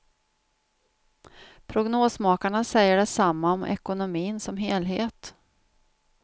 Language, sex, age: Swedish, female, 49